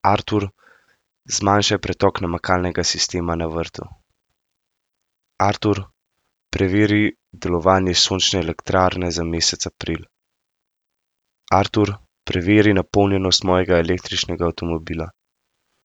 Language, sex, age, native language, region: Slovenian, male, 18-29, Slovenian, Central Slovenia